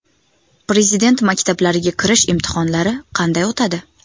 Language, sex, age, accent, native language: Uzbek, female, 19-29, Toshkent viloyati, Uzbek